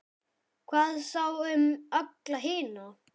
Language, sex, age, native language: Icelandic, male, 10, Icelandic